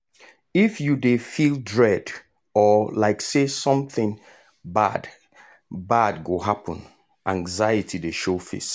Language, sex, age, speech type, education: Nigerian Pidgin, male, 30-45, spontaneous, tertiary